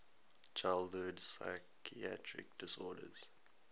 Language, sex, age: English, male, 19